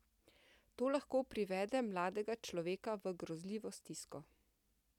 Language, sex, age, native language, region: Slovenian, female, 50-59, Slovenian, Central Slovenia